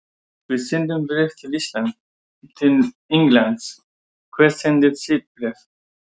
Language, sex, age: Icelandic, male, 20-29